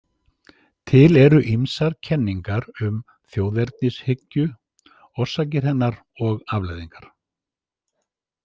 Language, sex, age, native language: Icelandic, male, 50-59, Icelandic